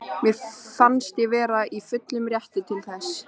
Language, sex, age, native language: Icelandic, female, 13, Icelandic